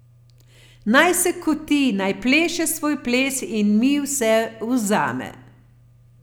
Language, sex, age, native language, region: Slovenian, female, 50-59, Slovenian, Gorenjska region